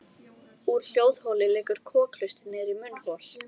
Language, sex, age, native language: Icelandic, female, 13, Icelandic